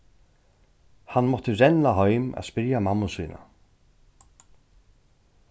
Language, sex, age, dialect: Faroese, male, 36-60, Norðurstreymoy/Eysturoy